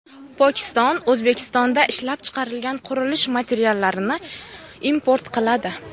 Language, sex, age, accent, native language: Uzbek, female, 19-29, Farg'ona, Uzbek